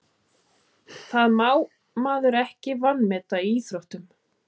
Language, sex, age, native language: Icelandic, female, 30-39, Icelandic